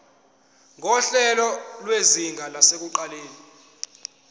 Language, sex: Zulu, male